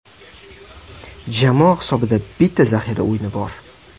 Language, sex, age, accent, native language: Uzbek, male, 18-24, Sirdaryo, Uzbek